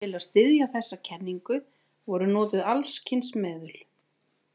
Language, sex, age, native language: Icelandic, female, 40-49, Icelandic